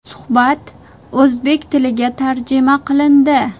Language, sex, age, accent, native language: Uzbek, female, 19-29, Surxondaryo, Uzbek